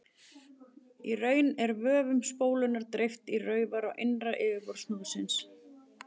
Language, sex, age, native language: Icelandic, female, 40-49, Icelandic